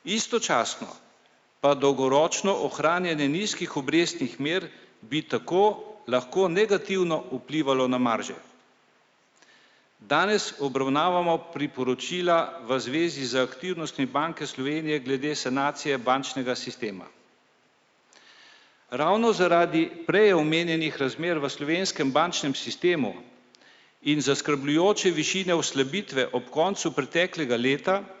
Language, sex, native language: Slovenian, male, Slovenian